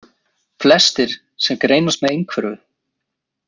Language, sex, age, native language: Icelandic, male, 20-29, Icelandic